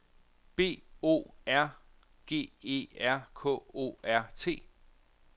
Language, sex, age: Danish, male, 45